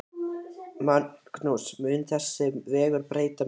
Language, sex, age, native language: Icelandic, male, 13, Icelandic